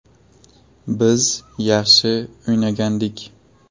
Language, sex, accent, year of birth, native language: Uzbek, male, Buxoro, 2002, Uzbek